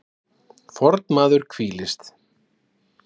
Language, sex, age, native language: Icelandic, male, 30-39, Icelandic